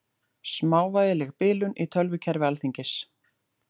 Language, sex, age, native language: Icelandic, female, 40-49, Icelandic